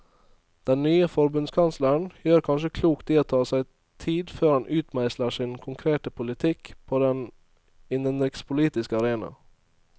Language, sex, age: Norwegian, male, 22